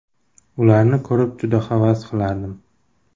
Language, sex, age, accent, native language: Uzbek, male, 18-24, Xorazm, Uzbek